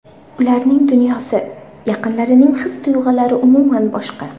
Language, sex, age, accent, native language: Uzbek, female, 18-24, Samarqand, Uzbek